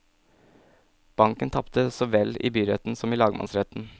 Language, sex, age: Norwegian, male, 27